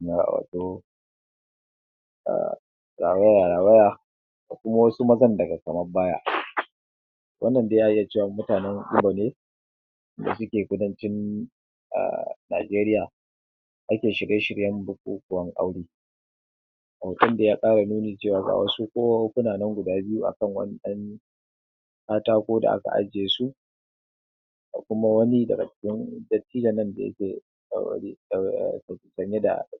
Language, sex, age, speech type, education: Hausa, male, 15-29, spontaneous, tertiary